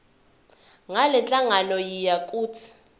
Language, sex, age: Zulu, female, 21